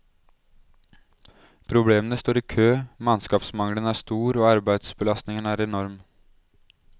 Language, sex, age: Norwegian, male, 20